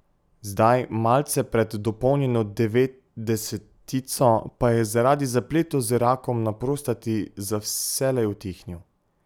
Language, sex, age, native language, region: Slovenian, male, 18-29, Slovenian, Pomurje region